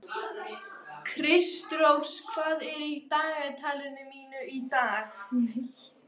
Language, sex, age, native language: Icelandic, female, 13, Icelandic